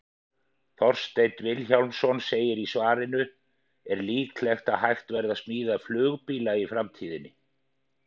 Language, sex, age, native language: Icelandic, male, 50-59, Icelandic